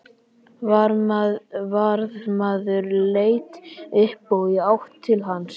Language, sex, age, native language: Icelandic, male, 11, Icelandic